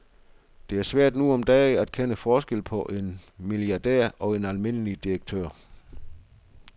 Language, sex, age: Danish, male, 62